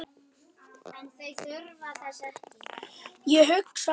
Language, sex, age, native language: Icelandic, other, 10, Icelandic